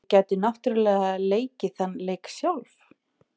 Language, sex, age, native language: Icelandic, female, 50-59, Icelandic